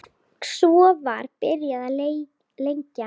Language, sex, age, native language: Icelandic, female, 9, Icelandic